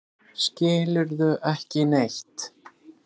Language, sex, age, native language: Icelandic, male, 30-39, Icelandic